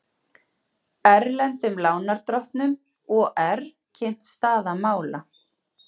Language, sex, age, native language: Icelandic, female, 40-49, Icelandic